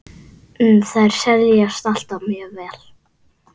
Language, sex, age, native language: Icelandic, male, 8, Icelandic